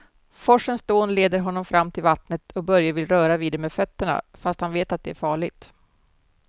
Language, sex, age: Swedish, female, 47